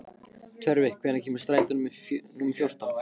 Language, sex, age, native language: Icelandic, male, 15, Icelandic